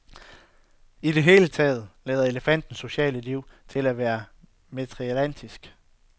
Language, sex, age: Danish, male, 22